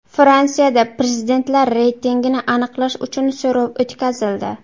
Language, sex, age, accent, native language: Uzbek, female, 18-24, Buxoro, Uzbek